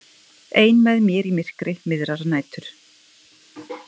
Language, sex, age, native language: Icelandic, female, 50-59, Icelandic